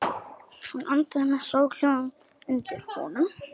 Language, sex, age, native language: Icelandic, male, 11, Icelandic